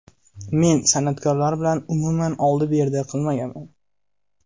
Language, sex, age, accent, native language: Uzbek, male, 18-24, Namangan, Uzbek